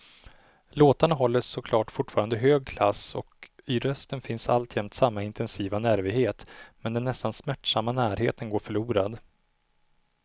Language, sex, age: Swedish, male, 37